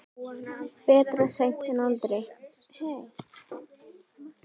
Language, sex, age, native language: Icelandic, male, 10, Icelandic